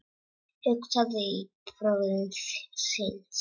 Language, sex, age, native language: Icelandic, female, 7, Czech